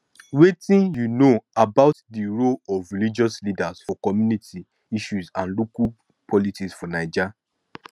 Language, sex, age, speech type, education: Nigerian Pidgin, male, 15-29, spontaneous, tertiary